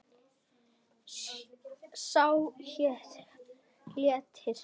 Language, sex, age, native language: Icelandic, female, 10, Icelandic